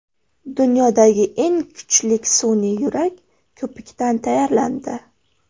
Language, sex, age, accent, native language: Uzbek, female, 18-24, Farg'ona, Uzbek